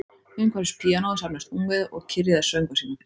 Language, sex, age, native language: Icelandic, female, 30-39, Icelandic